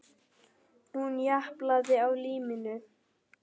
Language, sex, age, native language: Icelandic, male, 10, Icelandic